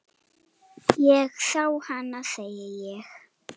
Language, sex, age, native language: Icelandic, female, 7, Icelandic